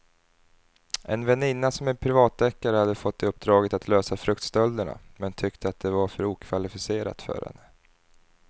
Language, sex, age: Swedish, male, 30